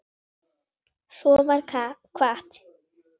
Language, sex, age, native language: Icelandic, female, 9, Icelandic